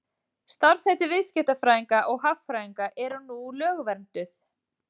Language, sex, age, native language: Icelandic, female, 40-49, Icelandic